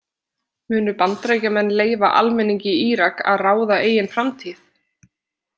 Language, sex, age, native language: Icelandic, female, 20-29, Icelandic